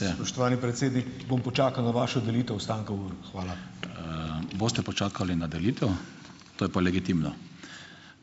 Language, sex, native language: Slovenian, male, Slovenian